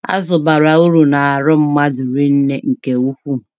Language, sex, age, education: Igbo, female, 30-45, tertiary